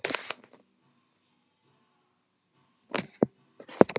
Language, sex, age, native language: Icelandic, female, 12, Icelandic